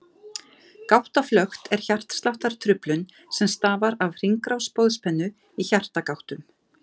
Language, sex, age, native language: Icelandic, female, 50-59, Icelandic